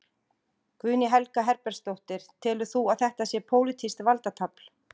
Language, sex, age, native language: Icelandic, female, 40-49, Icelandic